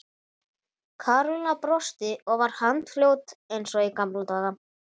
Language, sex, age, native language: Icelandic, male, 11, Icelandic